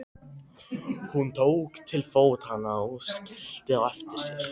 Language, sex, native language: Icelandic, other, Thai